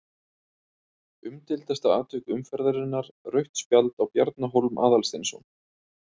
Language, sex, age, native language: Icelandic, male, 30-39, Icelandic